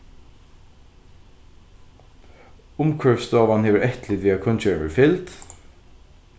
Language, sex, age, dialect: Faroese, male, 15-35, Norðuroyggjar